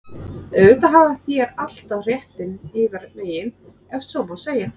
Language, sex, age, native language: Icelandic, female, 30-39, Icelandic